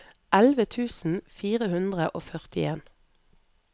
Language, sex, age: Norwegian, female, 38